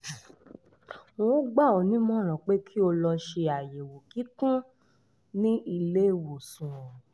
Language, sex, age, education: Yoruba, female, 30-45, tertiary